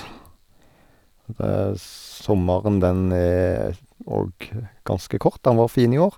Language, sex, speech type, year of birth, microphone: Norwegian, male, spontaneous, 1972, Sennheiser